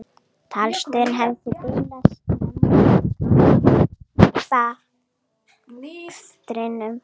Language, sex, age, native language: Icelandic, female, 40-49, Icelandic